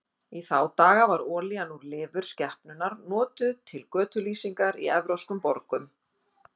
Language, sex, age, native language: Icelandic, female, 50-59, Icelandic